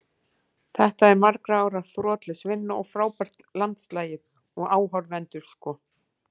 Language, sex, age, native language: Icelandic, female, 40-49, Icelandic